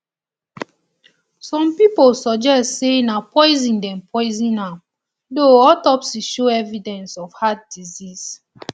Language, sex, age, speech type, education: Nigerian Pidgin, female, 30-45, spontaneous, tertiary